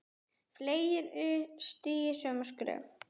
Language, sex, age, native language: Icelandic, male, 9, Icelandic